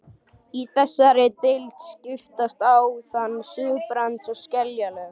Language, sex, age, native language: Icelandic, male, 12, Icelandic